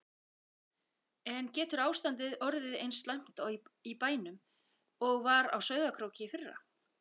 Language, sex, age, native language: Icelandic, female, 40-49, Icelandic